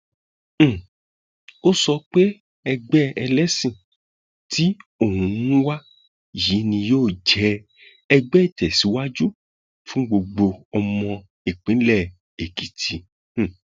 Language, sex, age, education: Yoruba, male, 30-45, tertiary